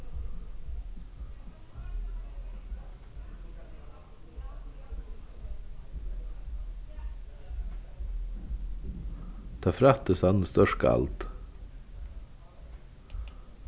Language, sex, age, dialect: Faroese, male, 36-60, Vágar